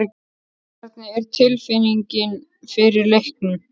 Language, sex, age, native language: Icelandic, male, 13, Icelandic